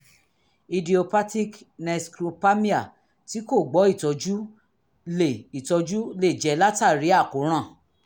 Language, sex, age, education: Yoruba, female, 46-60, tertiary